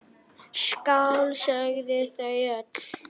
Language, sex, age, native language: Icelandic, female, 8, Icelandic